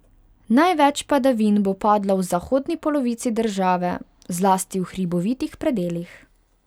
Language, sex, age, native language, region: Slovenian, female, 18-29, Hungarian, Pomurje region